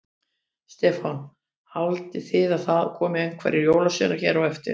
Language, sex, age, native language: Icelandic, female, 50-59, Icelandic